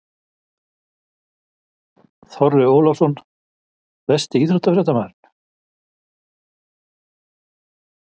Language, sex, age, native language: Icelandic, male, 50-59, Icelandic